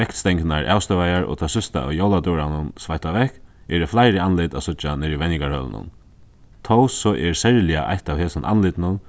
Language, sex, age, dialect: Faroese, male, 15-35, Suðuroy